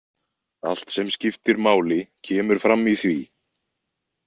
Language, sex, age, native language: Icelandic, male, 20-29, Icelandic